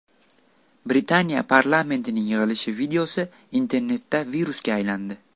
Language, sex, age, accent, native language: Uzbek, male, 18-24, Buxoro, Uzbek